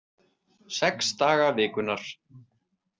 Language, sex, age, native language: Icelandic, male, 30-39, Icelandic